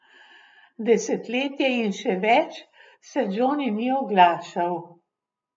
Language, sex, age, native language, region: Slovenian, female, 60+, Slovenian, Gorenjska region